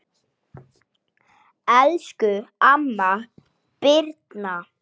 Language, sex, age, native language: Icelandic, male, 8, Icelandic